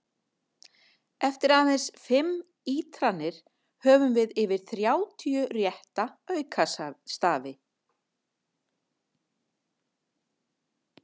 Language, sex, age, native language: Icelandic, female, 50-59, Icelandic